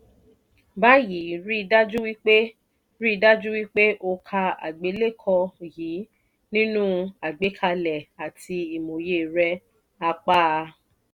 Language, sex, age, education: Yoruba, female, 30-45, tertiary